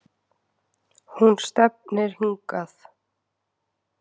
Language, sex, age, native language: Icelandic, female, 20-29, Icelandic